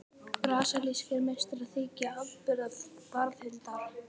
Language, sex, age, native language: Icelandic, female, 18-19, Icelandic